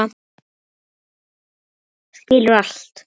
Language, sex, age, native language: Icelandic, female, 9, Icelandic